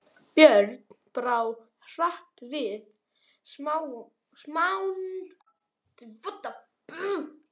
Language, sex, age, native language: Icelandic, male, 11, Icelandic